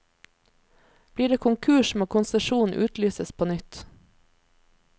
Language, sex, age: Norwegian, female, 26